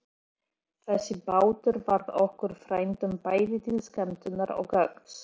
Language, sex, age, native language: Icelandic, female, 40-49, Polish